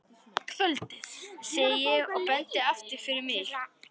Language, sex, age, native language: Icelandic, female, 13, Icelandic